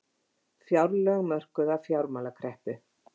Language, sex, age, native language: Icelandic, female, 50-59, Icelandic